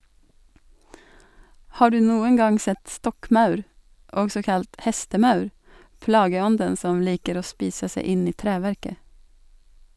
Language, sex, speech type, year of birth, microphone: Norwegian, female, read, 1982, Sennheiser